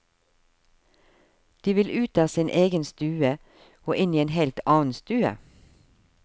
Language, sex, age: Norwegian, female, 52